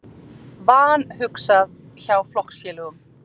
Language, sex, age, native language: Icelandic, female, 30-39, Icelandic